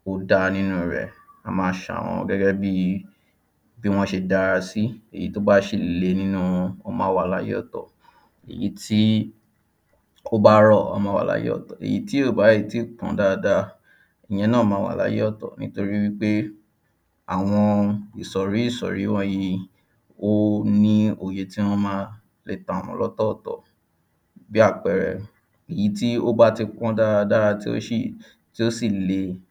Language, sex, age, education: Yoruba, male, 15-29, tertiary